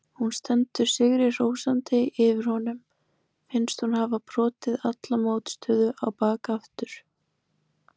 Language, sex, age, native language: Icelandic, female, 20-29, Icelandic